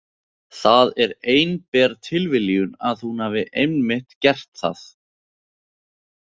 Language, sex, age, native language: Icelandic, male, 18-19, Icelandic